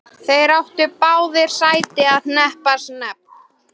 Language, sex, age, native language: Icelandic, female, 12, Icelandic